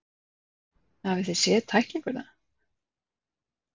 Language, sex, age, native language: Icelandic, female, 30-39, Icelandic